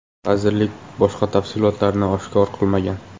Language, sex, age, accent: Uzbek, male, 18-24, Qoraqalpog'iston